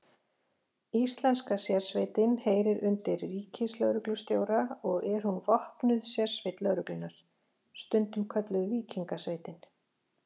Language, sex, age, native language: Icelandic, female, 40-49, Icelandic